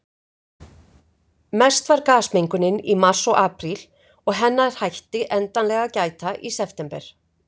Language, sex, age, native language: Icelandic, female, 50-59, Icelandic